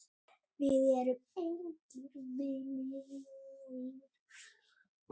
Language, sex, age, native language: Icelandic, female, 8, Icelandic